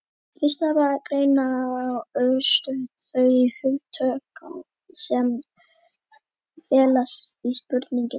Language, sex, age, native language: Icelandic, male, 50-59, Icelandic